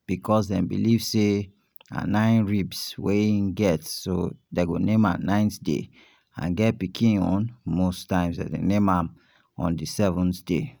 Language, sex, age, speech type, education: Nigerian Pidgin, male, 30-45, spontaneous, tertiary